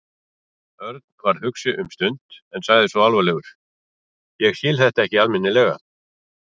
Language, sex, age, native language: Icelandic, male, 40-49, Icelandic